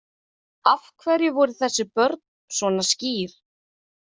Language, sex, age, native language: Icelandic, female, 30-39, Icelandic